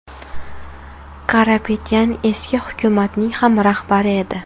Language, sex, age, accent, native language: Uzbek, female, 18-24, Farg'ona, Uzbek